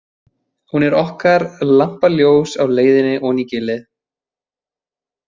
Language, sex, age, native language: Icelandic, male, 20-29, Icelandic